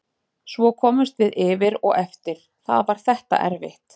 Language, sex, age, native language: Icelandic, female, 30-39, Icelandic